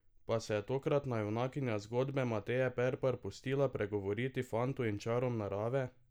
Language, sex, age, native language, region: Slovenian, male, 18-29, Slovenian, Drava region